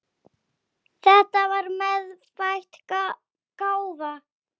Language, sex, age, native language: Icelandic, female, 8, Icelandic